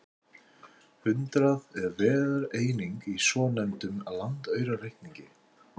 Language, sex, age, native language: Icelandic, male, 60-69, Icelandic